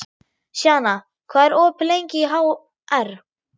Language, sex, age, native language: Icelandic, female, 11, German